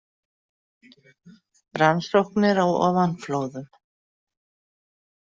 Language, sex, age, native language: Icelandic, female, 40-49, Icelandic